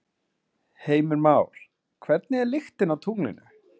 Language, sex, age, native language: Icelandic, male, 30-39, Icelandic